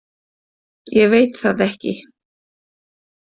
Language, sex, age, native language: Icelandic, female, 40-49, Icelandic